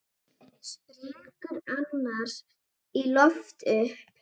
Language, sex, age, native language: Icelandic, female, 18-19, Icelandic